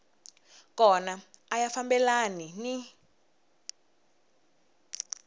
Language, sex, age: Tsonga, female, 19